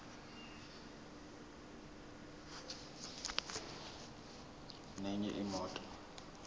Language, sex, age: Zulu, male, 21